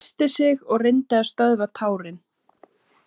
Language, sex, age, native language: Icelandic, female, 20-29, Icelandic